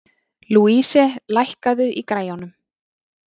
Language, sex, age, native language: Icelandic, female, 30-39, Icelandic